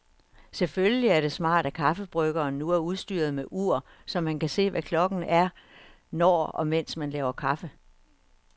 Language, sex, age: Danish, female, 61